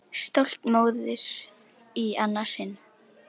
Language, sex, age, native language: Icelandic, female, 10, Icelandic